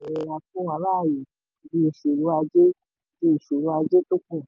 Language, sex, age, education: Yoruba, female, 15-29, tertiary